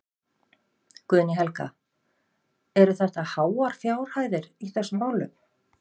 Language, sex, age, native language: Icelandic, female, 50-59, Icelandic